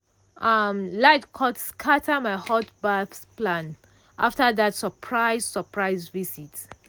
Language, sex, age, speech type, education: Nigerian Pidgin, female, 30-45, spontaneous, tertiary